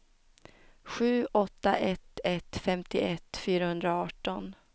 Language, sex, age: Swedish, female, 29